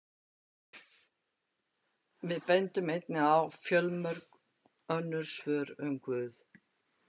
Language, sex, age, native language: Icelandic, female, 50-59, Icelandic